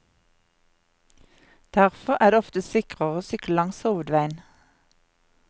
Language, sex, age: Norwegian, female, 50